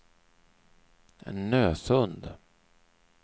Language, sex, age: Swedish, male, 39